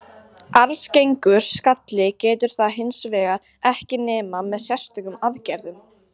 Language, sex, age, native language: Icelandic, female, 40-49, Icelandic